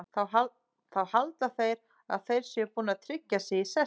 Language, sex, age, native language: Icelandic, female, 30-39, Icelandic